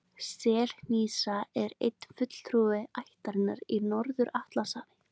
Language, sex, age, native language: Icelandic, female, 20-29, Icelandic